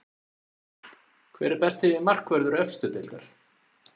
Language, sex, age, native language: Icelandic, male, 40-49, Icelandic